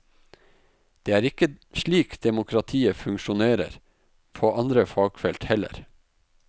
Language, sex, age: Norwegian, male, 44